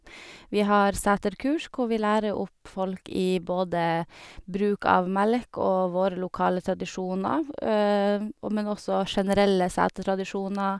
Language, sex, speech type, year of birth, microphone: Norwegian, female, spontaneous, 1989, Sennheiser